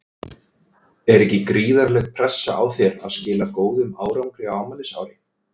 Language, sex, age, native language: Icelandic, male, 30-39, Icelandic